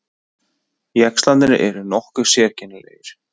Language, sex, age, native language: Icelandic, male, 20-29, Icelandic